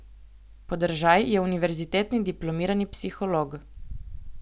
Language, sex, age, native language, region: Slovenian, female, 18-29, Slovenian, Coastal Karst region